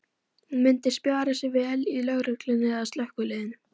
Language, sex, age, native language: Icelandic, female, 12, Icelandic